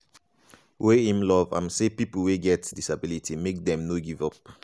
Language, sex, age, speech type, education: Nigerian Pidgin, male, 15-29, spontaneous, tertiary